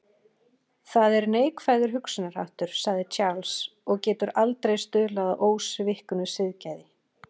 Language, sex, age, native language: Icelandic, female, 40-49, Icelandic